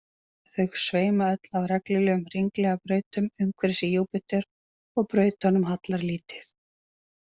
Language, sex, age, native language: Icelandic, female, 40-49, Icelandic